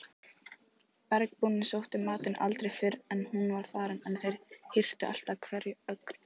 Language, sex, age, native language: Icelandic, female, 18-19, Icelandic